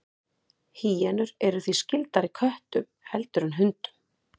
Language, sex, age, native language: Icelandic, female, 30-39, Icelandic